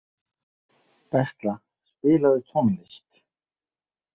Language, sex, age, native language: Icelandic, male, 50-59, Icelandic